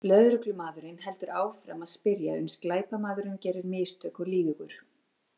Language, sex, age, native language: Icelandic, female, 40-49, Icelandic